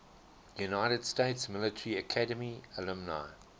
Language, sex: English, male